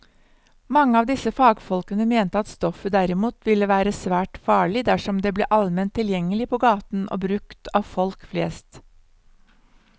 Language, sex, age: Norwegian, female, 59